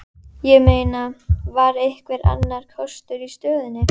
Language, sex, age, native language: Icelandic, female, 11, Icelandic